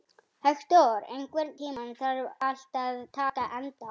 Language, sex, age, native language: Icelandic, female, 18-19, Icelandic